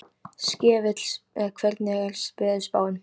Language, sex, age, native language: Icelandic, female, 13, Icelandic